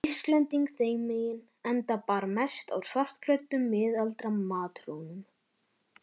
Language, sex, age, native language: Icelandic, male, 11, Icelandic